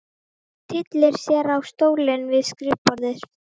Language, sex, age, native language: Icelandic, female, 12, Icelandic